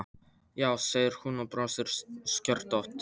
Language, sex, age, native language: Icelandic, male, 13, Polish